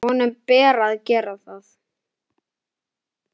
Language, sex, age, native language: Icelandic, male, 9, Icelandic